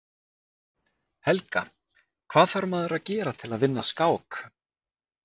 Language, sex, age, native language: Icelandic, male, 20-29, Icelandic